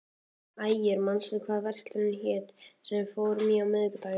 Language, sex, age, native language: Icelandic, male, 14, Icelandic